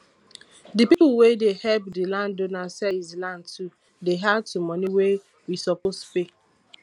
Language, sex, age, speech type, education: Nigerian Pidgin, female, 15-29, spontaneous, tertiary